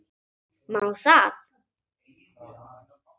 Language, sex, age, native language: Icelandic, female, 10, Icelandic